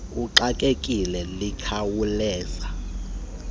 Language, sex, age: Xhosa, male, 33